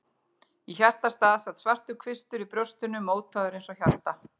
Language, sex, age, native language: Icelandic, female, 40-49, Icelandic